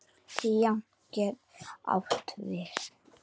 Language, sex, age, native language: Icelandic, female, 8, Icelandic